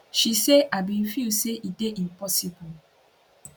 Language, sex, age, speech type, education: Nigerian Pidgin, female, 15-29, spontaneous, tertiary